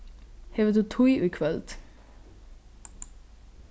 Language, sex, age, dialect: Faroese, female, 15-35, Norðurstreymoy/Eysturoy